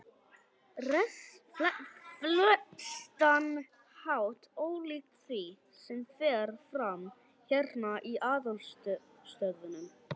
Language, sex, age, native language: Icelandic, male, 11, Icelandic